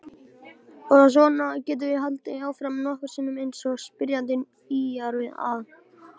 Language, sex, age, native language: Icelandic, male, 18-19, Icelandic